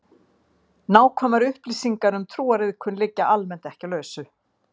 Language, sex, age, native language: Icelandic, female, 50-59, Icelandic